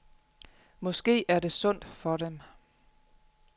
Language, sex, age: Danish, female, 35